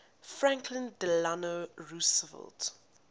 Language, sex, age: English, female, 19